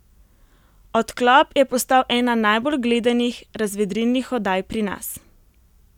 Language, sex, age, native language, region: Slovenian, female, 18-29, Slovenian, Primorsko-notranjska region